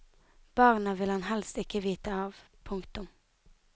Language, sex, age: Norwegian, female, 19